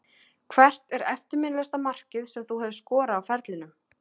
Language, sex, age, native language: Icelandic, female, 30-39, Icelandic